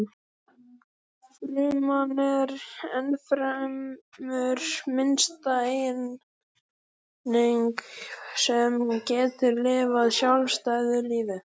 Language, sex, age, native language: Icelandic, female, 12, Icelandic